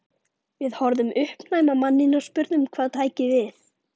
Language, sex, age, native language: Icelandic, female, 13, Icelandic